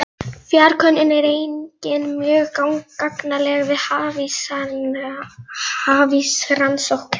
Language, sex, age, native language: Icelandic, female, 11, Polish